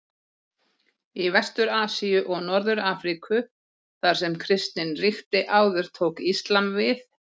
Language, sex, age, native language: Icelandic, female, 40-49, Icelandic